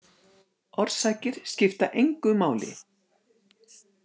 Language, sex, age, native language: Icelandic, female, 60-69, Icelandic